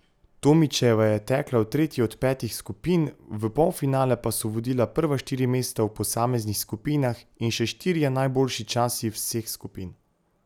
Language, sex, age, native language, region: Slovenian, male, 18-29, Slovenian, Pomurje region